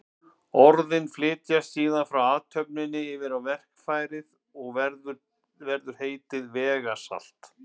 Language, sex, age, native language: Icelandic, male, 50-59, Icelandic